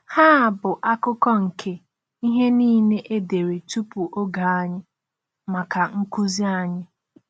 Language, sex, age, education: Igbo, female, 15-29, tertiary